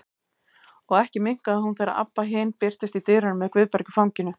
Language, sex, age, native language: Icelandic, female, 18-19, Icelandic